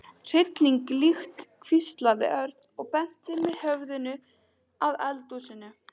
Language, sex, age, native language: Icelandic, female, 13, Icelandic